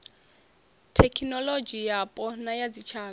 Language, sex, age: Venda, female, 21